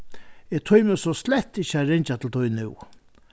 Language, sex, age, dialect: Faroese, male, 61+, Vágar